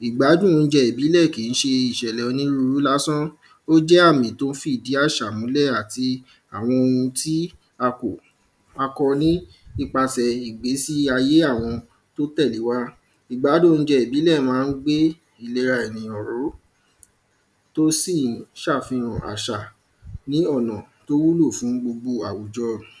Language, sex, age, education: Yoruba, male, 15-29, primary